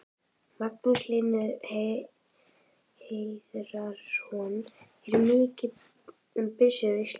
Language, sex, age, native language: Icelandic, female, 11, Icelandic